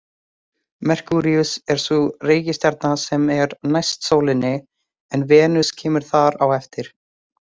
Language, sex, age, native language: Icelandic, female, 18-19, Icelandic